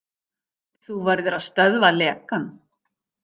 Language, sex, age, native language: Icelandic, female, 50-59, Icelandic